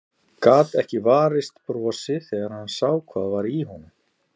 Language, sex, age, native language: Icelandic, male, 40-49, Icelandic